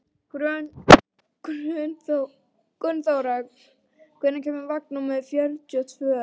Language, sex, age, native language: Icelandic, female, 12, Icelandic